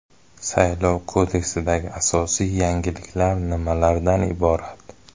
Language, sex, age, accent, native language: Uzbek, male, 25-34, Toshkent shahri, Uzbek